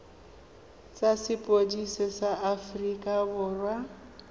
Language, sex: Tswana, female